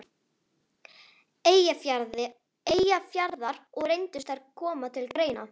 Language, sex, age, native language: Icelandic, female, 11, Icelandic